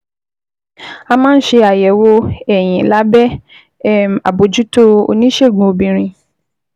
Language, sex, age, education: Yoruba, female, 15-29, tertiary